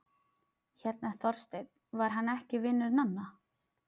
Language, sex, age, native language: Icelandic, female, 30-39, Filipino